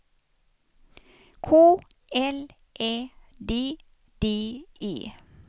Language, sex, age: Swedish, female, 56